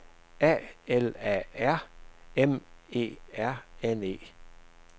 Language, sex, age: Danish, male, 67